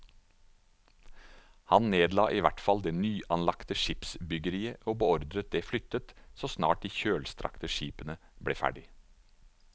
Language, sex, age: Norwegian, male, 49